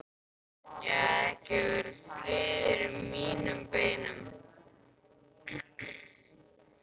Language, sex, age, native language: Icelandic, male, 11, Icelandic